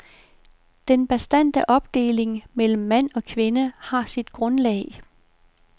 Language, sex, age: Danish, female, 51